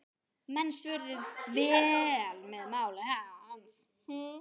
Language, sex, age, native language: Icelandic, female, 9, Icelandic